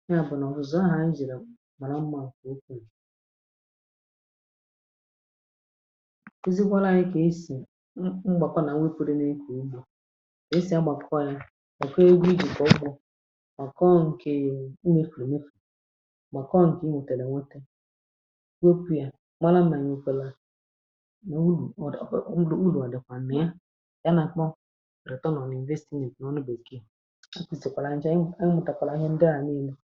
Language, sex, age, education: Igbo, female, 30-45, tertiary